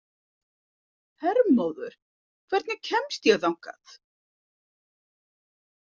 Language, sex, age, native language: Icelandic, female, 50-59, Icelandic